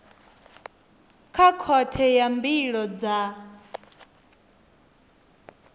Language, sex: Venda, female